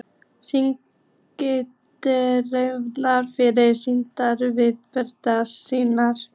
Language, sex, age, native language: Icelandic, female, 15, Icelandic